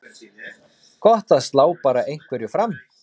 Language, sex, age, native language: Icelandic, male, 30-39, Icelandic